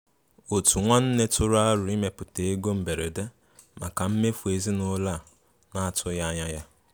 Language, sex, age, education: Igbo, male, 15-29, tertiary